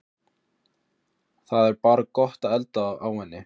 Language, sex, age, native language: Icelandic, male, 15, Icelandic